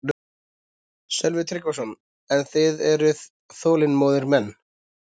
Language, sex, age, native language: Icelandic, male, 30-39, Icelandic